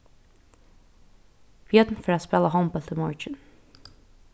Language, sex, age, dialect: Faroese, female, 15-35, Norðurstreymoy/Eysturoy